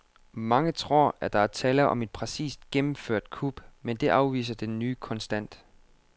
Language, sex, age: Danish, male, 25